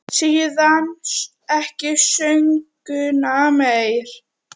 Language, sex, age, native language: Icelandic, female, 9, Icelandic